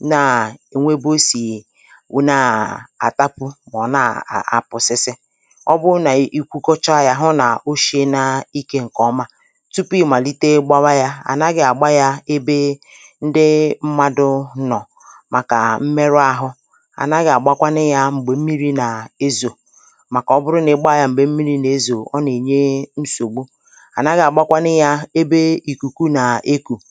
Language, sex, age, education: Igbo, female, 30-45, tertiary